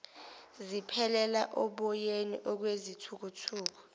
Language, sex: Zulu, female